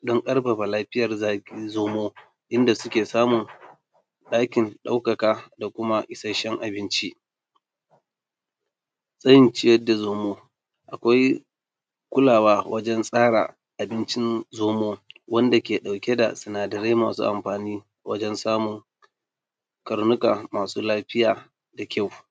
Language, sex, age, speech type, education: Hausa, male, 30-45, spontaneous, tertiary